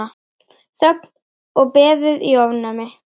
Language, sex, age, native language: Icelandic, female, 10, Icelandic